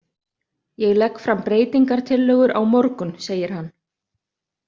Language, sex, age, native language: Icelandic, other, 30-39, Icelandic